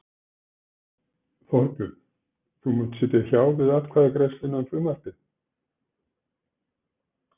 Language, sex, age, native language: Icelandic, male, 60-69, Icelandic